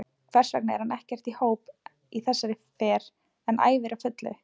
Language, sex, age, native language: Icelandic, female, 20-29, Icelandic